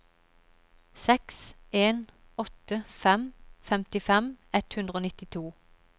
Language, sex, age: Norwegian, female, 31